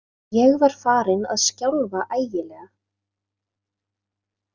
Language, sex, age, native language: Icelandic, female, 20-29, Icelandic